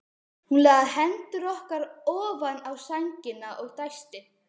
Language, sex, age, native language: Icelandic, female, 12, Icelandic